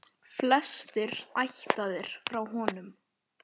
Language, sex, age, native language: Icelandic, male, 10, Icelandic